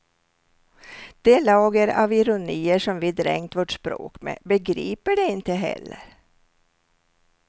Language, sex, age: Swedish, female, 67